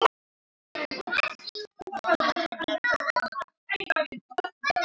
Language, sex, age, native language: Icelandic, female, 9, Icelandic